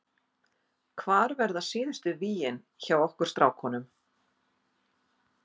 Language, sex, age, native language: Icelandic, female, 50-59, Icelandic